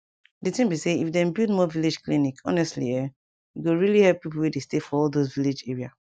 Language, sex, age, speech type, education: Nigerian Pidgin, female, 15-29, spontaneous, tertiary